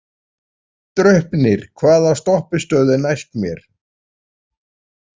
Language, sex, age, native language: Icelandic, male, 40-49, Icelandic